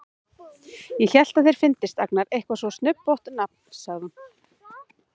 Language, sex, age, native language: Icelandic, female, 30-39, Icelandic